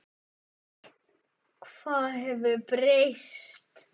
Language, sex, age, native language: Icelandic, male, 9, Icelandic